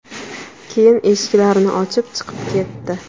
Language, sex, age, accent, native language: Uzbek, female, 19-29, Samarqand, Uzbek